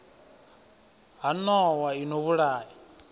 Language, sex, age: Venda, male, 25